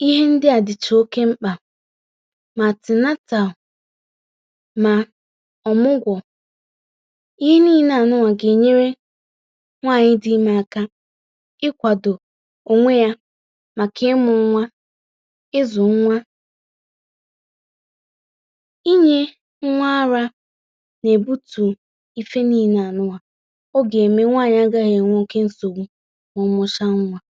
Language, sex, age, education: Igbo, female, 30-45, tertiary